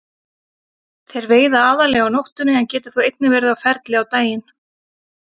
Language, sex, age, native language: Icelandic, female, 30-39, Icelandic